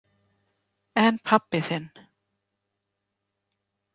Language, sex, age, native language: Icelandic, female, 50-59, Icelandic